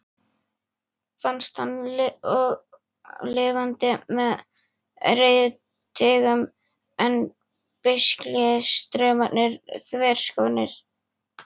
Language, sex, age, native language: Icelandic, male, 11, Icelandic